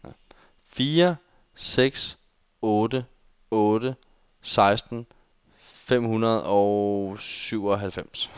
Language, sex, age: Danish, male, 21